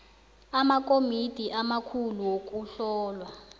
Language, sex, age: South Ndebele, female, 19